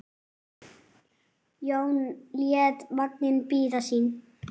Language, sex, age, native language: Icelandic, female, 8, Icelandic